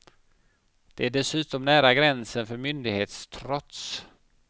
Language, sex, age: Swedish, male, 50